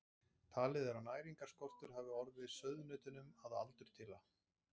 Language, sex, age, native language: Icelandic, male, 40-49, Icelandic